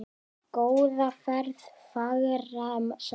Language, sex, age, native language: Icelandic, male, 10, Icelandic